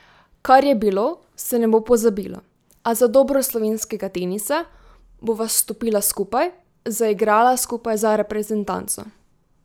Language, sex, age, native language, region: Slovenian, female, 18-29, Slovenian, Drava region